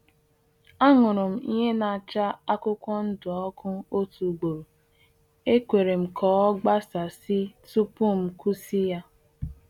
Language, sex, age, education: Igbo, female, 15-29, tertiary